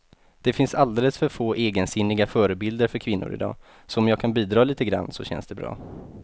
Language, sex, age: Swedish, male, 28